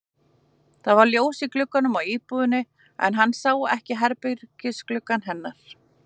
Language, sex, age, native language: Icelandic, female, 40-49, Icelandic